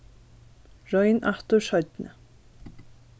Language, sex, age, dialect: Faroese, female, 15-35, Norðurstreymoy/Eysturoy